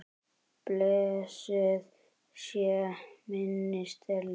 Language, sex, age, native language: Icelandic, male, 10, Icelandic